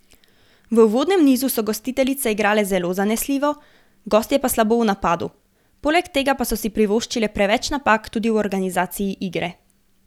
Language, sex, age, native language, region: Slovenian, female, 18-29, Slovenian, Gorenjska region